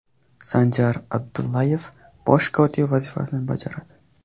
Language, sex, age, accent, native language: Uzbek, male, 18-24, Qashqadaryo, Uzbek